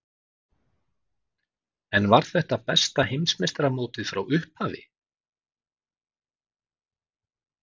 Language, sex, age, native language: Icelandic, male, 40-49, Icelandic